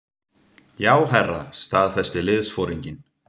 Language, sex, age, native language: Icelandic, male, 30-39, Icelandic